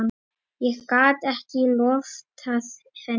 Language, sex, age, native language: Icelandic, male, 10, Icelandic